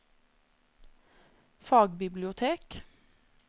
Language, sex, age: Norwegian, female, 26